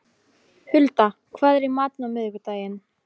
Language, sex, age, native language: Icelandic, female, 15, Polish